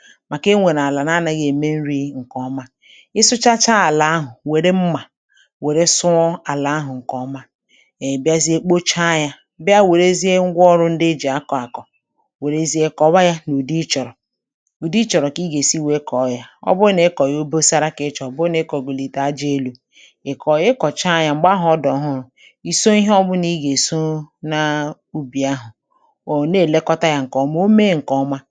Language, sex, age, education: Igbo, male, 30-45, tertiary